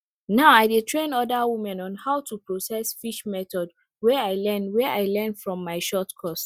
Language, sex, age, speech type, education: Nigerian Pidgin, female, 30-45, spontaneous, tertiary